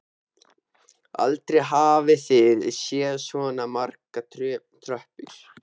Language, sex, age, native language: Icelandic, male, 13, Icelandic